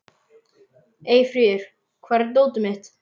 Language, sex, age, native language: Icelandic, male, 11, Icelandic